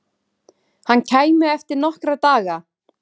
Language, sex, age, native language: Icelandic, female, 9, Icelandic